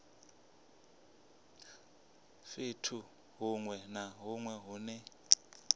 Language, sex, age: Venda, male, 25